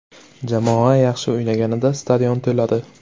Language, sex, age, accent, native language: Uzbek, male, 18-24, Buxoro, Uzbek